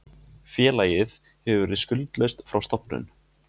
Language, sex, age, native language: Icelandic, male, 20-29, Icelandic